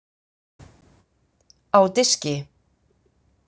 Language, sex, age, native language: Icelandic, female, 50-59, Icelandic